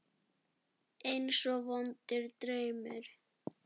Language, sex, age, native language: Icelandic, female, 40-49, Icelandic